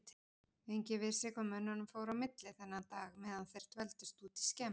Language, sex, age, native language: Icelandic, female, 40-49, Icelandic